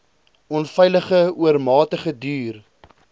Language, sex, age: Afrikaans, male, 20